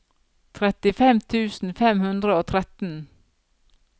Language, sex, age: Norwegian, female, 42